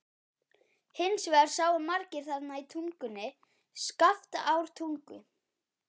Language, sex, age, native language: Icelandic, male, 12, Icelandic